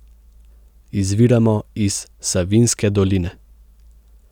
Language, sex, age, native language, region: Slovenian, male, 18-29, Slovenian, Central Slovenia